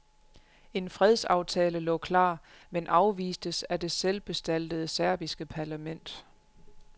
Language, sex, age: Danish, female, 35